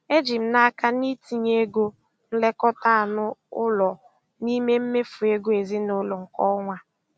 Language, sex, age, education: Igbo, female, 15-29, secondary